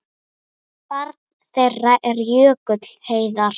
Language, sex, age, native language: Icelandic, female, 8, Icelandic